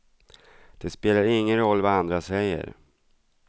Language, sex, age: Swedish, male, 42